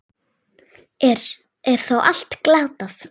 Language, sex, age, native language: Icelandic, female, 8, Icelandic